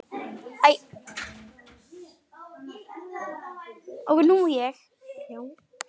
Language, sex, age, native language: Icelandic, female, 9, Icelandic